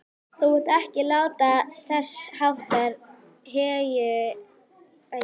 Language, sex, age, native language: Icelandic, female, 11, Icelandic